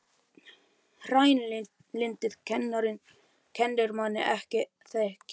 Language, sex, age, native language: Icelandic, male, 11, Icelandic